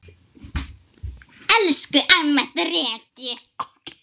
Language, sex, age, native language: Icelandic, female, 10, Icelandic